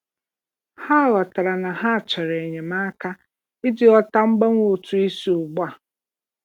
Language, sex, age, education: Igbo, female, 30-45, tertiary